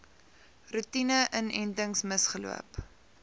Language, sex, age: Afrikaans, female, 20